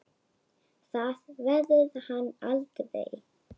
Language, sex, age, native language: Icelandic, female, 8, Icelandic